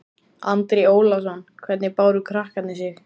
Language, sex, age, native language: Icelandic, male, 14, Icelandic